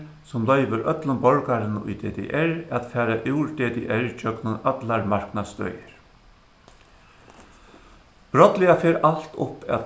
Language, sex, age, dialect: Faroese, male, 61+, Suðuroy